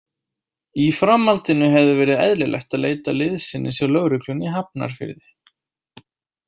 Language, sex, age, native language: Icelandic, male, 18-19, Icelandic